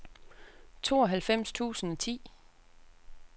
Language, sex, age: Danish, female, 36